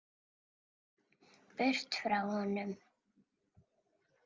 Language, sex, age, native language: Icelandic, female, 50-59, Icelandic